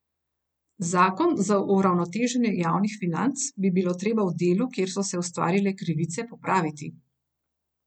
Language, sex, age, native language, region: Slovenian, female, 30-49, Slovenian, Gorenjska region